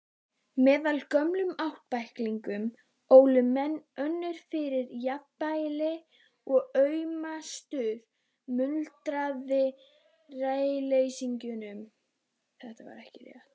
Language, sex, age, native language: Icelandic, female, 12, Icelandic